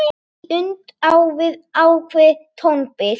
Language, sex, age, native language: Icelandic, female, 8, Icelandic